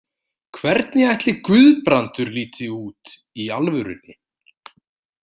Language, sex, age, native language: Icelandic, male, 30-39, Icelandic